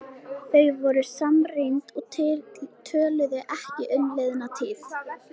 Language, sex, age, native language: Icelandic, female, 13, Icelandic